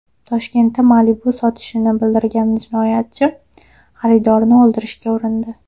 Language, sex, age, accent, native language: Uzbek, female, 19-29, Farg'ona, Uzbek